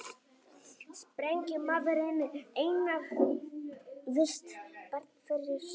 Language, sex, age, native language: Icelandic, female, 18-19, Icelandic